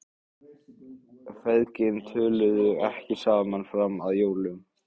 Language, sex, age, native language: Icelandic, male, 15, Icelandic